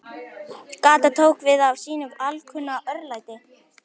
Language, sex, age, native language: Icelandic, male, 11, Icelandic